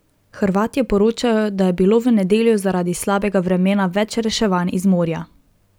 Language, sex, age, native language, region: Slovenian, female, 18-29, Slovenian, Drava region